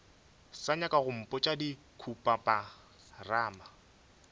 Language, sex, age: Northern Sotho, male, 24